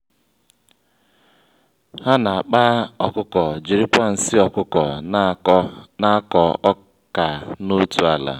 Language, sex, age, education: Igbo, male, 30-45, tertiary